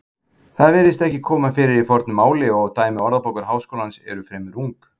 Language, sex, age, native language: Icelandic, male, 40-49, Icelandic